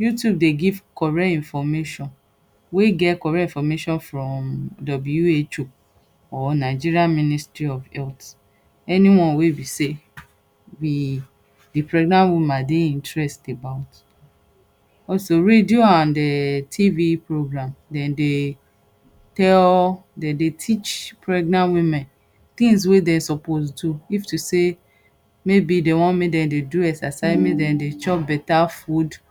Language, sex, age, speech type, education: Nigerian Pidgin, female, 30-45, spontaneous, tertiary